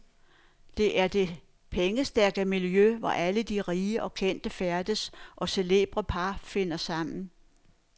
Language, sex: Danish, female